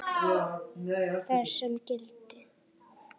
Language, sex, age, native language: Icelandic, female, 8, Icelandic